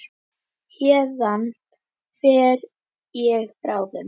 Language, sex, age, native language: Icelandic, female, 10, Icelandic